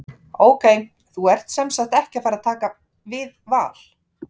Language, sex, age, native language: Icelandic, female, 50-59, Icelandic